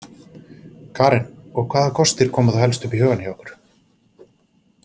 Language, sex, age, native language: Icelandic, male, 40-49, Icelandic